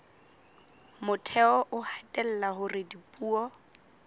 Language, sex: Southern Sotho, female